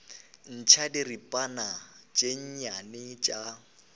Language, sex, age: Northern Sotho, male, 19